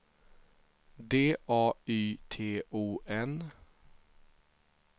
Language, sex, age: Swedish, male, 23